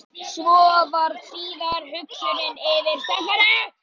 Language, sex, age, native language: Icelandic, male, 18-19, Icelandic